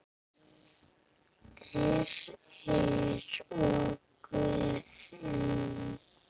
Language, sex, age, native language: Icelandic, female, 8, Icelandic